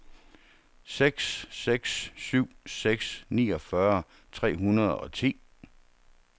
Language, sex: Danish, male